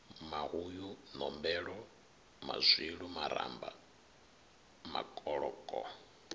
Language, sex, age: Venda, male, 39